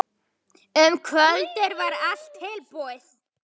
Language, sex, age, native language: Icelandic, female, 50-59, Icelandic